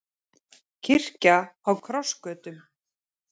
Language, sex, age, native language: Icelandic, male, 30-39, Icelandic